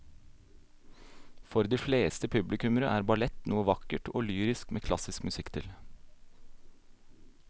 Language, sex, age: Norwegian, male, 26